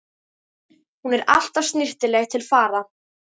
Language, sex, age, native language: Icelandic, female, 13, Icelandic